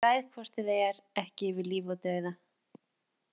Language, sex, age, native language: Icelandic, female, 30-39, Icelandic